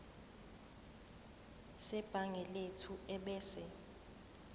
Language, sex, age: Zulu, female, 24